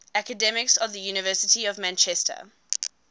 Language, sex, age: English, female, 20